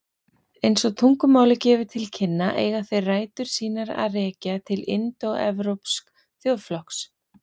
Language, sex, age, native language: Icelandic, female, 40-49, Icelandic